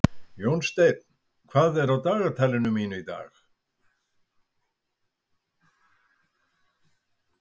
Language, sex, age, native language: Icelandic, male, 70-79, Icelandic